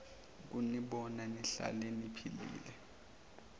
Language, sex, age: Zulu, male, 23